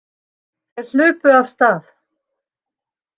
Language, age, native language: Icelandic, 60-69, Icelandic